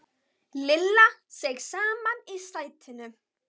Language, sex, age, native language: Icelandic, male, 10, Icelandic